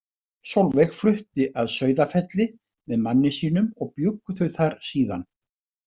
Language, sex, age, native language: Icelandic, male, 70-79, Icelandic